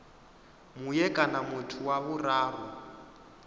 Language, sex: Venda, male